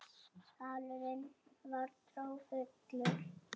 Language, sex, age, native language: Icelandic, female, 20-29, Icelandic